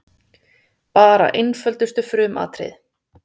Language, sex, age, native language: Icelandic, female, 30-39, Icelandic